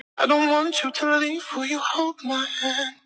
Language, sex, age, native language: Icelandic, other, 18-19, Icelandic